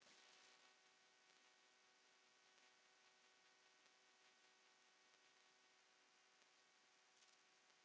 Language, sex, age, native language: Icelandic, male, 18-19, Icelandic